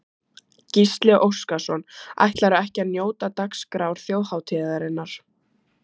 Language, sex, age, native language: Icelandic, female, 14, Icelandic